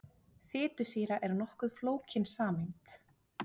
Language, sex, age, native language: Icelandic, female, 30-39, Icelandic